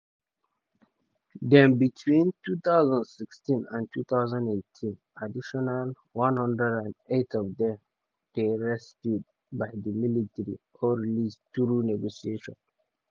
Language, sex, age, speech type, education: Nigerian Pidgin, male, 30-45, spontaneous, tertiary